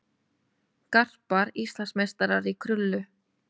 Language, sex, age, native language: Icelandic, female, 30-39, Icelandic